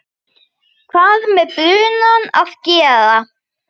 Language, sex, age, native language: Icelandic, male, 9, Icelandic